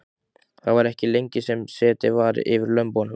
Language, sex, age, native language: Icelandic, male, 15, Icelandic